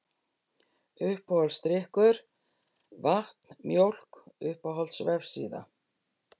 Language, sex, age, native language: Icelandic, female, 60-69, Icelandic